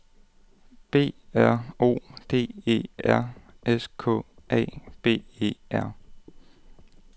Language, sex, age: Danish, male, 18